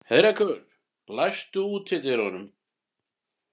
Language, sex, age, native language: Icelandic, male, 50-59, Icelandic